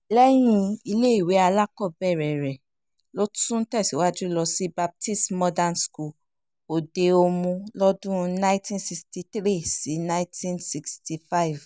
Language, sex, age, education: Yoruba, female, 15-29, tertiary